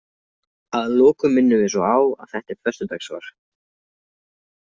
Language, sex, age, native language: Icelandic, other, 20-29, Icelandic